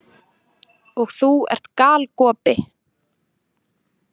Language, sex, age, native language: Icelandic, female, 20-29, Icelandic